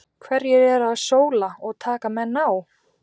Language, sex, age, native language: Icelandic, female, 20-29, Icelandic